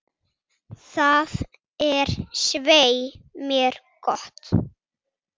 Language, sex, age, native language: Icelandic, male, 6, Icelandic